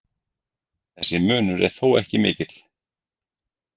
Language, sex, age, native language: Icelandic, male, 40-49, Icelandic